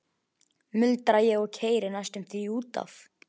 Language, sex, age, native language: Icelandic, male, 11, Icelandic